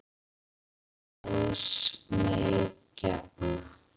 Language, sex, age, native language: Icelandic, female, 40-49, Icelandic